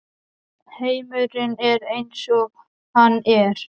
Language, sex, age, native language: Icelandic, male, 12, Icelandic